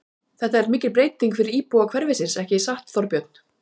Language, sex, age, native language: Icelandic, female, 40-49, Icelandic